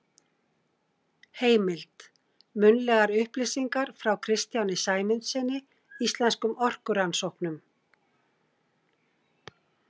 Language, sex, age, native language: Icelandic, female, 60-69, Icelandic